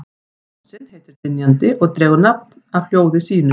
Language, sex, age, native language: Icelandic, female, 50-59, Icelandic